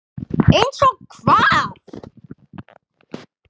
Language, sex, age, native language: Icelandic, male, 10, Icelandic